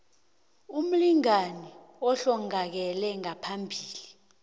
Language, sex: South Ndebele, female